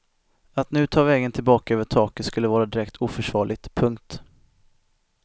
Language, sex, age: Swedish, male, 25